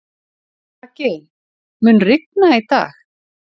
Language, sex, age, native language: Icelandic, female, 40-49, Icelandic